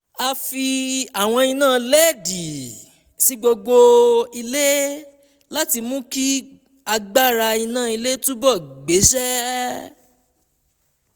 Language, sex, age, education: Yoruba, male, 15-29, tertiary